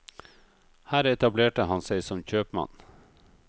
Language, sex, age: Norwegian, male, 38